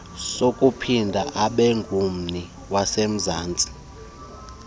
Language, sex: Xhosa, male